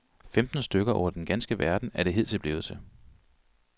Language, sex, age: Danish, male, 42